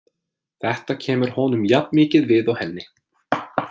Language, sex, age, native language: Icelandic, male, 20-29, English